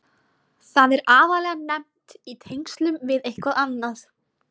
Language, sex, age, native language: Icelandic, female, 20-29, Icelandic